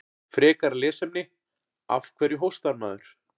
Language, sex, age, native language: Icelandic, male, 40-49, Icelandic